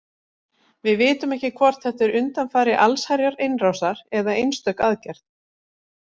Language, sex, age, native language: Icelandic, female, 40-49, Icelandic